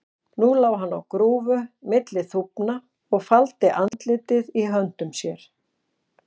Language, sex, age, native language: Icelandic, female, 40-49, Icelandic